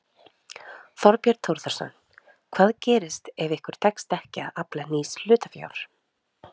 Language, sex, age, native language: Icelandic, female, 30-39, Icelandic